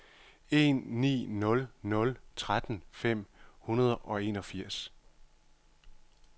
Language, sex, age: Danish, male, 51